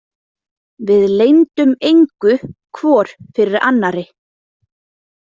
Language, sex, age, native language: Icelandic, female, 20-29, Icelandic